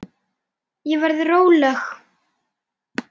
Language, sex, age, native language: Icelandic, male, 8, Icelandic